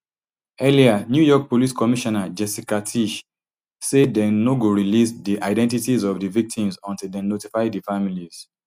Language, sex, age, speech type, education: Nigerian Pidgin, male, 30-45, spontaneous, tertiary